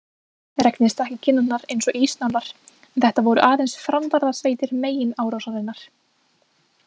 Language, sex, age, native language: Icelandic, female, 20-29, Icelandic